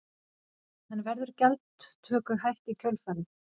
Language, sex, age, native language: Icelandic, female, 50-59, Icelandic